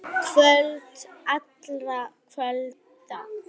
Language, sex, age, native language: Icelandic, female, 9, Icelandic